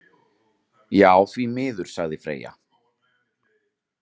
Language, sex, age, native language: Icelandic, male, 30-39, Icelandic